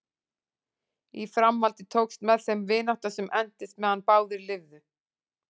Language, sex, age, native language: Icelandic, female, 40-49, Icelandic